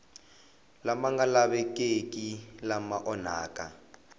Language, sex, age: Tsonga, male, 21